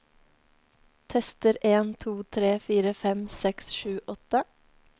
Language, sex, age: Norwegian, female, 30